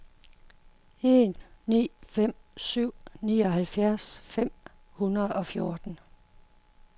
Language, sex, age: Danish, female, 51